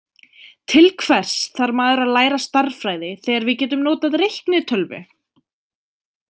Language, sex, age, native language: Icelandic, female, 20-29, Icelandic